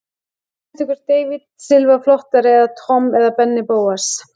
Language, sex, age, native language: Icelandic, female, 18-19, Icelandic